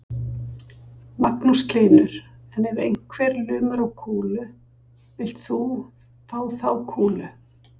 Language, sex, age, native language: Icelandic, female, 60-69, Icelandic